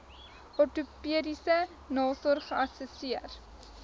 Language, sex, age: Afrikaans, female, 19